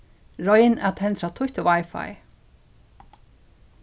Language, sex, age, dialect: Faroese, female, 61+, Suðurstreymoy